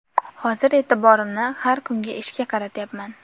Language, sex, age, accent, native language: Uzbek, female, 18-24, Toshkent viloyati, Uzbek